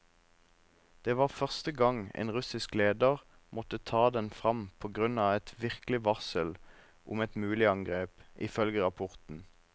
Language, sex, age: Norwegian, male, 26